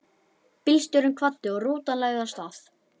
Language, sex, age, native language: Icelandic, male, 11, Icelandic